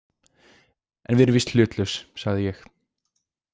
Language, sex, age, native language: Icelandic, male, 20-29, Icelandic